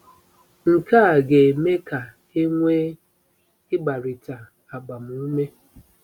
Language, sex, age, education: Igbo, female, 30-45, tertiary